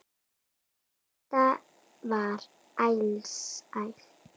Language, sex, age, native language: Icelandic, female, 9, Icelandic